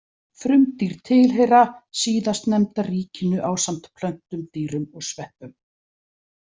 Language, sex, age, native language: Icelandic, female, 40-49, Icelandic